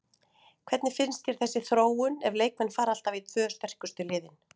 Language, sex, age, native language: Icelandic, female, 40-49, Icelandic